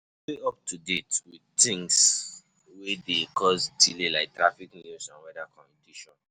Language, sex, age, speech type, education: Nigerian Pidgin, male, 15-29, spontaneous, tertiary